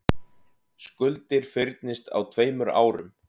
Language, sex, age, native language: Icelandic, male, 30-39, Icelandic